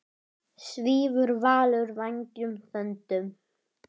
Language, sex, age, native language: Icelandic, female, 10, Icelandic